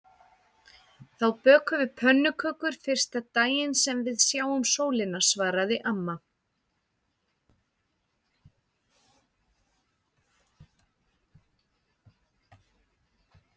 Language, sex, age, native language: Icelandic, female, 50-59, Icelandic